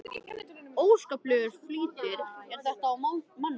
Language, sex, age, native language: Icelandic, male, 13, Icelandic